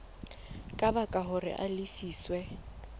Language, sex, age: Southern Sotho, female, 20